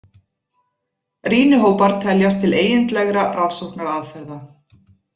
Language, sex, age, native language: Icelandic, female, 40-49, Icelandic